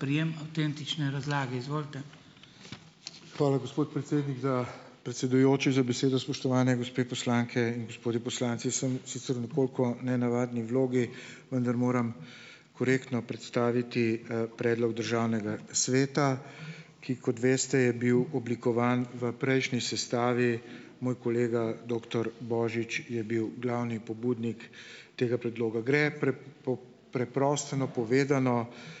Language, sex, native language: Slovenian, male, Slovenian